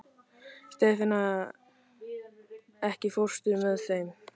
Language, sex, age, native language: Icelandic, male, 13, Icelandic